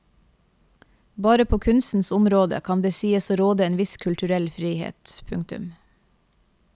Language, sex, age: Norwegian, female, 28